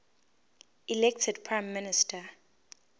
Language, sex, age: Zulu, female, 19